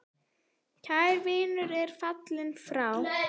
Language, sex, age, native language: Icelandic, female, 8, Icelandic